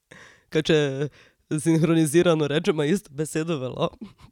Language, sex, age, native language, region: Slovenian, female, 18-29, Slovenian, Drava region